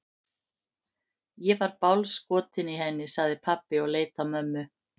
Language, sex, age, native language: Icelandic, female, 50-59, Icelandic